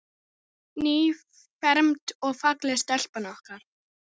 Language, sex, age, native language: Icelandic, female, 9, Icelandic